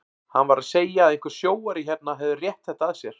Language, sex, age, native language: Icelandic, male, 40-49, Icelandic